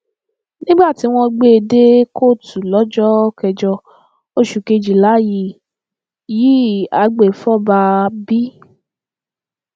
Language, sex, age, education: Yoruba, female, 15-29, tertiary